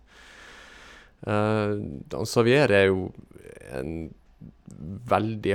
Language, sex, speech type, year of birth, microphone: Norwegian, male, spontaneous, 1972, Shure